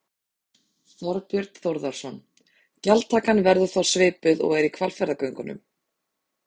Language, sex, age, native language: Icelandic, female, 30-39, Icelandic